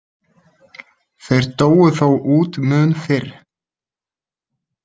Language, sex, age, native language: Icelandic, male, 20-29, Icelandic